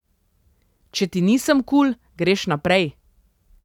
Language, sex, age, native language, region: Slovenian, female, 30-49, Slovenian, Central Slovenia